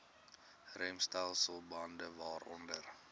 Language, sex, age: Afrikaans, male, 19